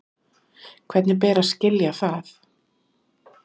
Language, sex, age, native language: Icelandic, female, 30-39, Icelandic